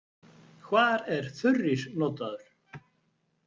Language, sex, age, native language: Icelandic, male, 50-59, Icelandic